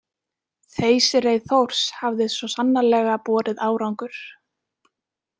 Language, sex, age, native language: Icelandic, female, 20-29, Icelandic